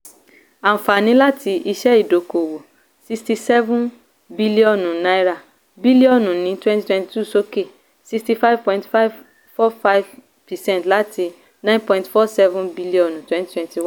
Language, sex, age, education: Yoruba, female, 15-29, tertiary